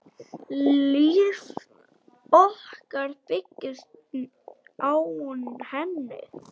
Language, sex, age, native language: Icelandic, male, 8, Icelandic